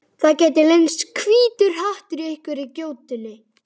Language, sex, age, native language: Icelandic, male, 11, Icelandic